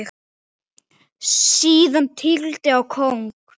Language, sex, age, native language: Icelandic, male, 9, Icelandic